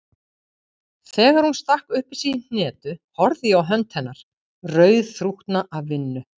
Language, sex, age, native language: Icelandic, female, 50-59, Icelandic